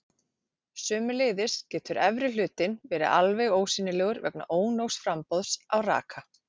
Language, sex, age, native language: Icelandic, female, 40-49, Icelandic